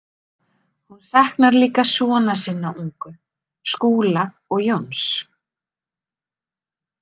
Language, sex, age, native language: Icelandic, female, 30-39, Icelandic